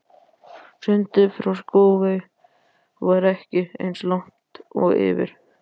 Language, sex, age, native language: Icelandic, male, 12, Icelandic